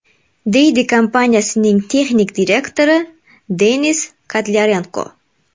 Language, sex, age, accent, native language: Uzbek, female, 18-24, Namangan, Uzbek